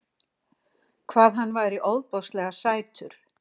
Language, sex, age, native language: Icelandic, female, 60-69, Icelandic